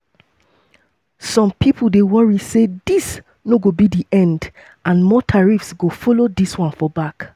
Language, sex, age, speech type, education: Nigerian Pidgin, female, 15-29, spontaneous, tertiary